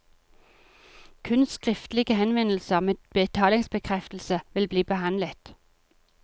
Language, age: Norwegian, 40